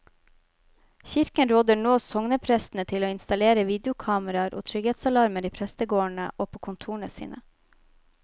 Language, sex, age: Norwegian, female, 25